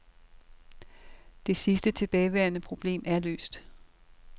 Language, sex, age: Danish, female, 67